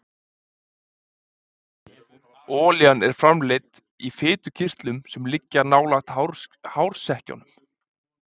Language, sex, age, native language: Icelandic, male, 20-29, Icelandic